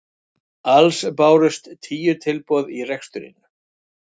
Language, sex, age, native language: Icelandic, male, 60-69, Icelandic